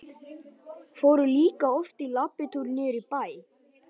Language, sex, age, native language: Icelandic, male, 12, Icelandic